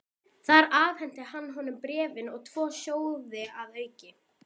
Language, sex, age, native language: Icelandic, female, 12, Icelandic